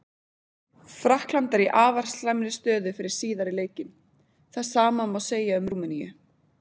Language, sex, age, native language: Icelandic, female, 20-29, Icelandic